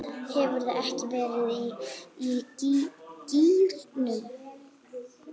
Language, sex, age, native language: Icelandic, female, 8, Icelandic